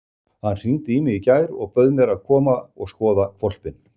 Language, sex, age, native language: Icelandic, male, 60-69, Icelandic